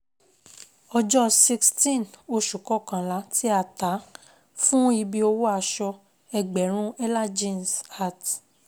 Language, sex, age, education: Yoruba, female, 15-29, secondary